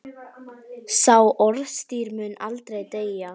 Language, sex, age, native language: Icelandic, female, 10, Icelandic